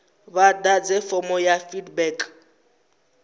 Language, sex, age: Venda, male, 21